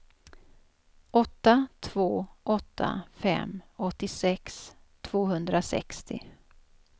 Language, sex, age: Swedish, female, 56